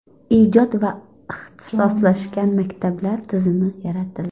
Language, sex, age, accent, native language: Uzbek, female, 19-29, Farg'ona, Uzbek